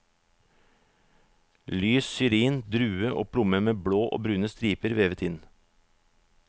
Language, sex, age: Norwegian, male, 44